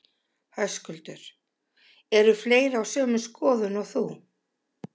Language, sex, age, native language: Icelandic, female, 60-69, Icelandic